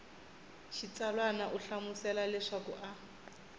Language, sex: Tsonga, female